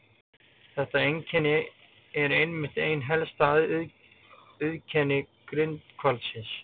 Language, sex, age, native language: Icelandic, male, 40-49, Icelandic